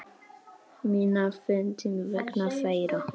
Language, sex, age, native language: Icelandic, male, 6, Polish